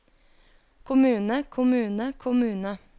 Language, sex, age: Norwegian, female, 23